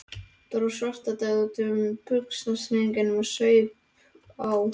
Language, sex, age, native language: Icelandic, male, 12, Icelandic